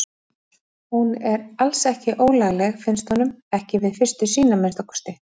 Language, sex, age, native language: Icelandic, female, 40-49, Icelandic